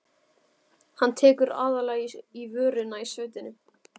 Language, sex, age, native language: Icelandic, male, 12, Icelandic